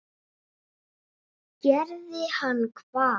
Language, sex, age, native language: Icelandic, male, 7, Icelandic